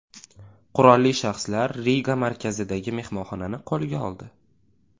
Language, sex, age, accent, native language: Uzbek, male, 18-24, Toshkent viloyati, Uzbek